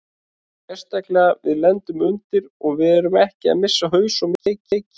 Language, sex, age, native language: Icelandic, male, 30-39, Icelandic